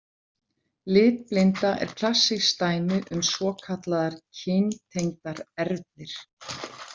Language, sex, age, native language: Icelandic, female, 40-49, Icelandic